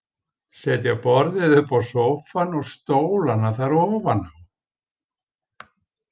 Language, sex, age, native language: Icelandic, male, 50-59, Icelandic